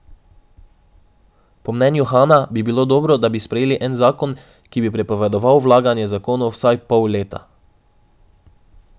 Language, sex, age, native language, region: Slovenian, male, 18-29, Slovenian, Drava region